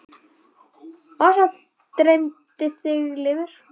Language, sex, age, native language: Icelandic, female, 10, Icelandic